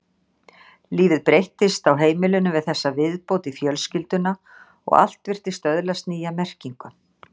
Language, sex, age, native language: Icelandic, female, 60-69, Icelandic